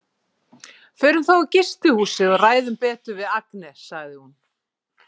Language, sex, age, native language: Icelandic, female, 40-49, Icelandic